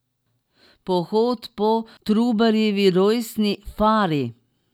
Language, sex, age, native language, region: Slovenian, female, 60+, Slovenian, Drava region